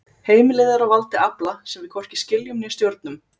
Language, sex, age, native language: Icelandic, female, 30-39, Icelandic